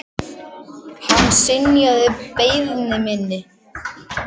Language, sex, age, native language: Icelandic, male, 10, Icelandic